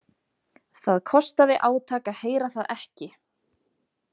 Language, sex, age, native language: Icelandic, female, 20-29, Icelandic